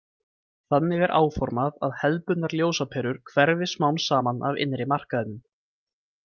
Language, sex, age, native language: Icelandic, male, 20-29, Icelandic